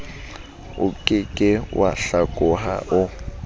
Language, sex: Southern Sotho, male